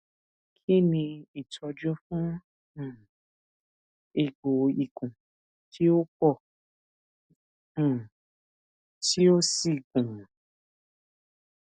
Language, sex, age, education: Yoruba, female, 15-29, tertiary